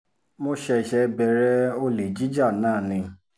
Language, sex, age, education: Yoruba, female, 30-45, tertiary